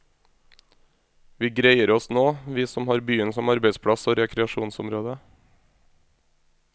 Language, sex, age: Norwegian, male, 26